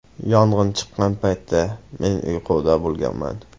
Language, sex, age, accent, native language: Uzbek, male, 18-24, Qashqadaryo, Uzbek